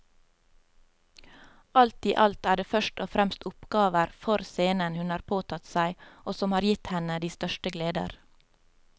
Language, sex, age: Norwegian, female, 27